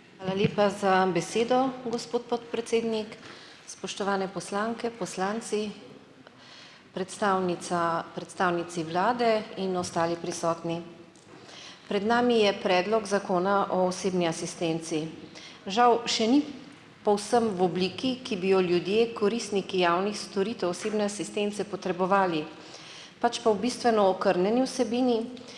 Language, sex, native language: Slovenian, female, Slovenian